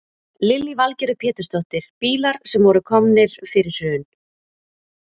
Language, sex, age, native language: Icelandic, female, 30-39, Icelandic